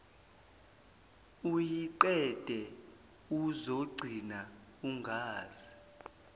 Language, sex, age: Zulu, male, 19